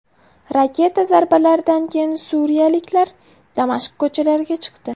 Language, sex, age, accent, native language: Uzbek, female, 18-24, Farg'ona, Uzbek